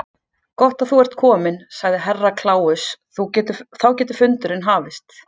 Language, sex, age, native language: Icelandic, female, 40-49, Icelandic